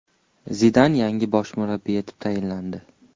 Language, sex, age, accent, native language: Uzbek, male, 18-24, Toshkent shahri, Uzbek